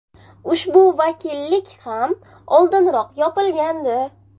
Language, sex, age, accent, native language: Uzbek, female, 19-29, Jizzax, Uzbek